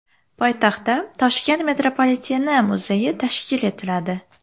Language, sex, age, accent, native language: Uzbek, female, 18-24, Farg'ona, Uzbek